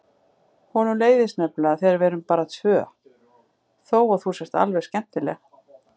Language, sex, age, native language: Icelandic, female, 50-59, Icelandic